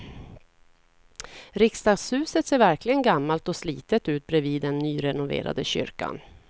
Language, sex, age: Swedish, female, 40